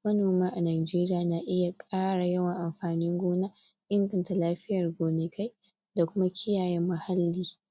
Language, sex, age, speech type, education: Hausa, female, 46-60, spontaneous, tertiary